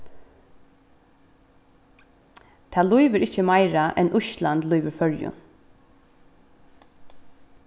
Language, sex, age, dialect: Faroese, female, 15-35, Vágar